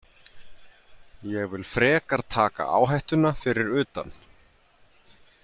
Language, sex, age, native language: Icelandic, male, 40-49, Icelandic